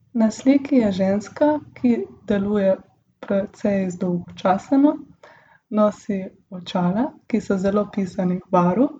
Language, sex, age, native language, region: Slovenian, female, 18-29, Slovenian, Gorica region